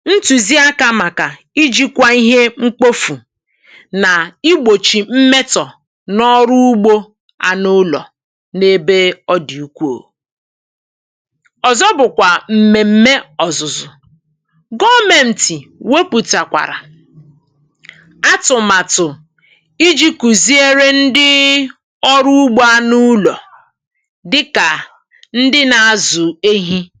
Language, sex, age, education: Igbo, female, 60+, tertiary